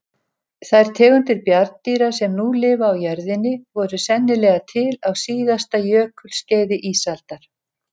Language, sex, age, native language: Icelandic, female, 70-79, Icelandic